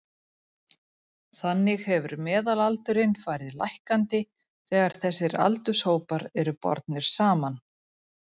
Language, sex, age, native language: Icelandic, female, 40-49, Icelandic